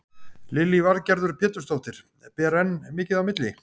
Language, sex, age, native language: Icelandic, male, 50-59, Icelandic